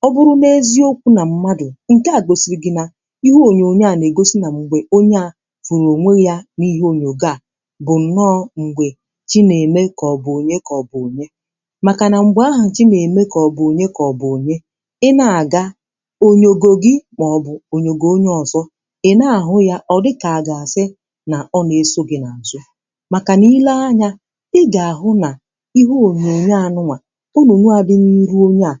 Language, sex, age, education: Igbo, female, 15-29, tertiary